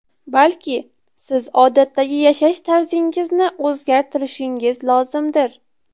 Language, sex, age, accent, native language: Uzbek, female, 12-17, Toshkent viloyati, Uzbek